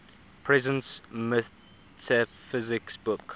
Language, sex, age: English, male, 24